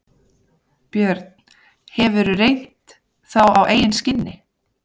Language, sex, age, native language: Icelandic, female, 30-39, Icelandic